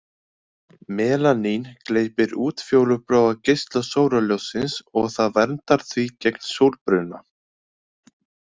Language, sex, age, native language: Icelandic, male, 20-29, Icelandic